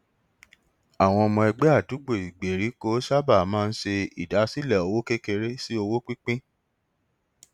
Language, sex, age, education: Yoruba, male, 30-45, tertiary